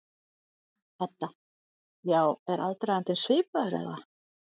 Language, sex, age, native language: Icelandic, other, 40-49, Icelandic